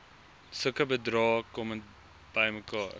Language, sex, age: Afrikaans, male, 19